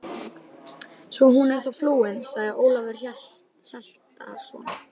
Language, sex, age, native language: Icelandic, female, 12, Icelandic